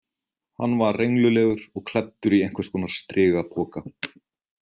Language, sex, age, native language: Icelandic, male, 30-39, Icelandic